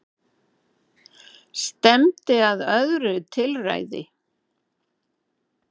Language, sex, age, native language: Icelandic, female, 70-79, Icelandic